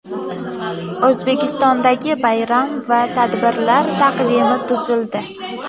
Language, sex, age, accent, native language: Uzbek, female, 18-24, Namangan, Uzbek